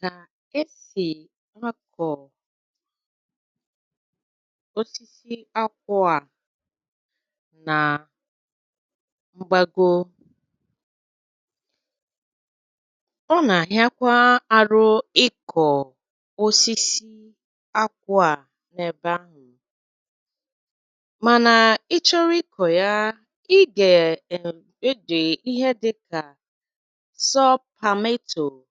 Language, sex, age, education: Igbo, female, 30-45, tertiary